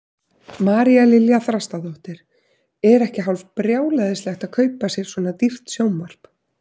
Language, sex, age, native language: Icelandic, female, 30-39, Icelandic